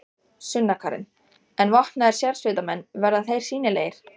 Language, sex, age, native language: Icelandic, female, 14, Icelandic